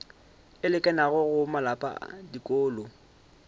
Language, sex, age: Northern Sotho, male, 25